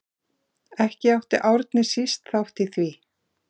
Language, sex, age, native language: Icelandic, female, 40-49, Icelandic